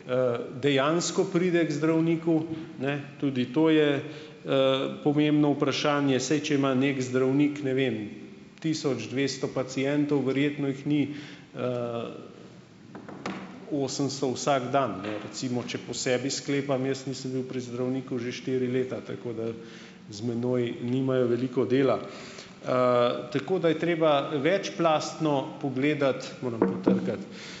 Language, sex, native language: Slovenian, male, Slovenian